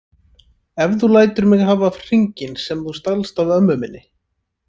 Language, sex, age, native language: Icelandic, male, 30-39, Icelandic